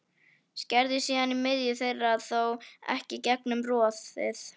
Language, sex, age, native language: Icelandic, female, 11, Icelandic